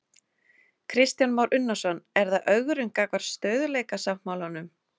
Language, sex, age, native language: Icelandic, female, 30-39, Icelandic